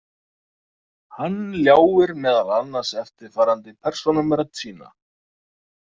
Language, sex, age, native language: Icelandic, male, 30-39, Icelandic